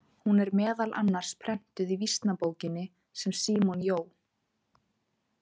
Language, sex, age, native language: Icelandic, female, 20-29, Icelandic